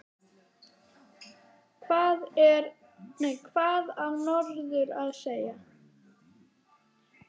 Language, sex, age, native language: Icelandic, female, 10, Icelandic